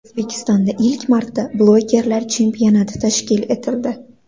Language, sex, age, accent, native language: Uzbek, female, 19-29, Andijon, Uzbek